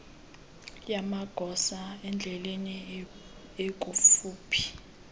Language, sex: Xhosa, female